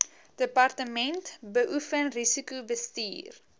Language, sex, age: Afrikaans, female, 20